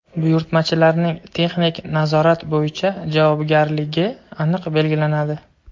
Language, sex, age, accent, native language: Uzbek, male, 18-24, Toshkent viloyati, Uzbek